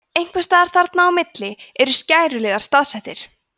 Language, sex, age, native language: Icelandic, female, 20-29, Icelandic